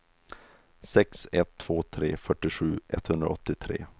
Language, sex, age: Swedish, male, 32